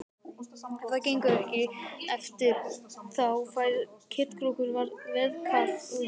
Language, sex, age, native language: Icelandic, male, 18-19, Icelandic